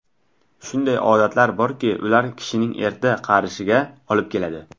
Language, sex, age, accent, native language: Uzbek, male, under 19, Buxoro, Tajik